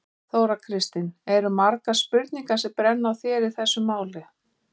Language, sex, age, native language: Icelandic, female, 50-59, Icelandic